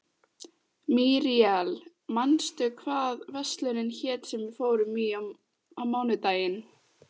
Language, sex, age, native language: Icelandic, female, 14, Icelandic